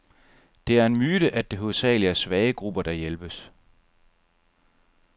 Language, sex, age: Danish, male, 37